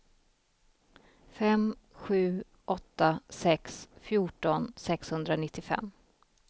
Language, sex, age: Swedish, female, 33